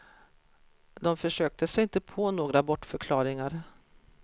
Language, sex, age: Swedish, female, 53